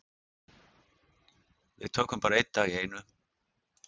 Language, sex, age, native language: Icelandic, male, 60-69, Icelandic